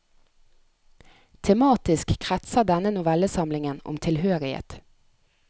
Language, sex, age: Norwegian, female, 30